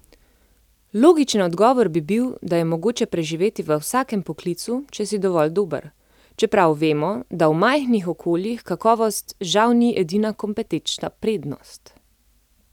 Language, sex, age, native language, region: Slovenian, female, 30-49, Slovenian, Central Slovenia